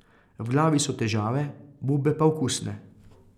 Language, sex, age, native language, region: Slovenian, male, 30-49, Slovenian, Carinthia region